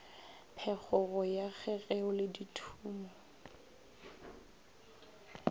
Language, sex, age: Northern Sotho, female, 22